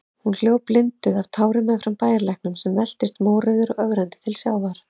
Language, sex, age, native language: Icelandic, female, 30-39, Icelandic